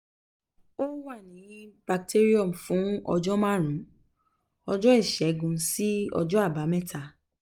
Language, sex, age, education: Yoruba, female, 15-29, tertiary